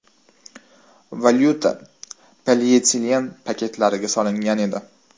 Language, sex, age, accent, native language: Uzbek, male, 18-24, Toshkent shahri, Uzbek